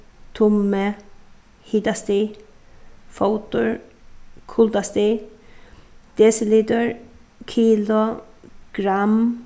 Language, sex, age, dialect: Faroese, female, 36-60, Suðuroy